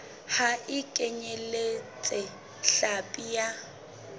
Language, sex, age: Southern Sotho, female, 23